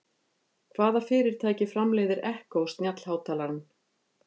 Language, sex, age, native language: Icelandic, female, 50-59, Icelandic